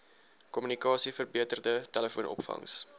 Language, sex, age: Afrikaans, male, 19